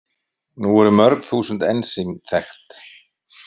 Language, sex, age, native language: Icelandic, male, 50-59, Icelandic